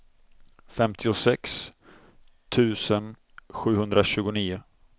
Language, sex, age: Swedish, male, 26